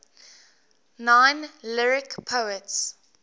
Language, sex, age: English, female, 18